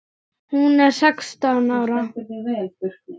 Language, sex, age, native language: Icelandic, male, 8, Icelandic